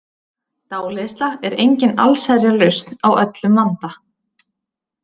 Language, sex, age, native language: Icelandic, female, 30-39, Icelandic